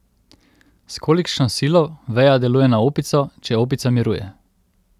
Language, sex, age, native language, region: Slovenian, male, 30-49, Slovenian, Central Slovenia